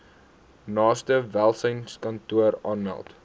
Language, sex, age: Afrikaans, male, 18